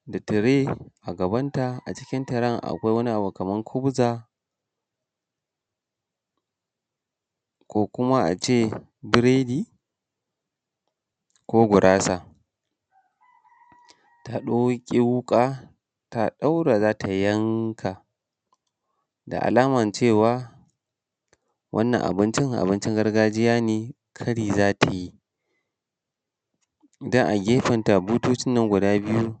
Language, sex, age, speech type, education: Hausa, male, 30-45, spontaneous, primary